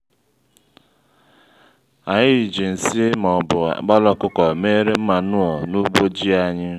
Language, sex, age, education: Igbo, male, 30-45, tertiary